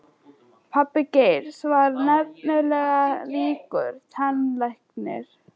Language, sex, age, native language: Icelandic, female, 12, Icelandic